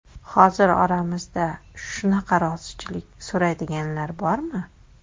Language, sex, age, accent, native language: Uzbek, female, 25-34, Toshkent shahri, Uzbek